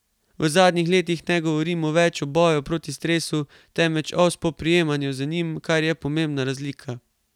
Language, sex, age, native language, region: Slovenian, male, 18-29, Slovenian, Carinthia region